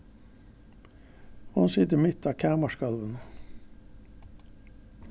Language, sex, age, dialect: Faroese, male, 61+, Norðurstreymoy/Eysturoy